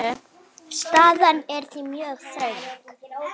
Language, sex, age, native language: Icelandic, female, 6, Icelandic